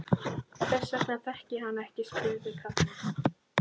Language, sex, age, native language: Icelandic, female, 12, Icelandic